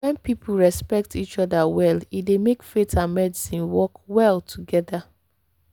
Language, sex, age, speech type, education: Nigerian Pidgin, female, 30-45, spontaneous, tertiary